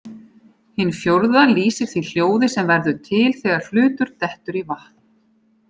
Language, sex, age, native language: Icelandic, female, 40-49, Icelandic